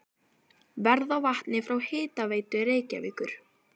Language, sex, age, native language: Icelandic, female, 12, Icelandic